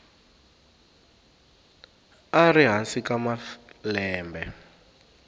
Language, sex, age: Tsonga, male, 18